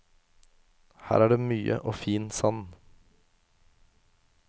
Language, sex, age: Norwegian, male, 24